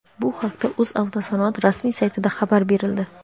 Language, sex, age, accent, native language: Uzbek, female, under 19, Xorazm, Uzbek